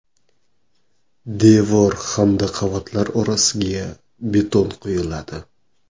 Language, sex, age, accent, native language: Uzbek, male, 18-24, Qoraqalpog'iston, Karakalpak